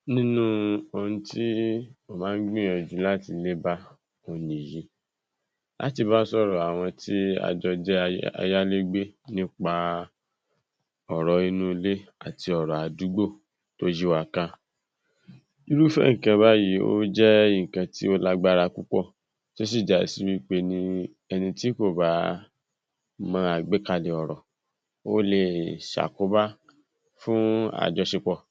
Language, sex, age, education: Yoruba, male, 46-60, secondary